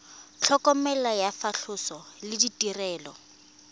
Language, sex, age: Tswana, female, 20